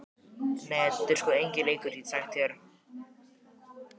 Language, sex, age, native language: Icelandic, male, 12, Icelandic